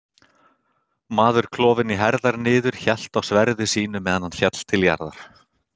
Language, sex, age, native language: Icelandic, male, 30-39, Icelandic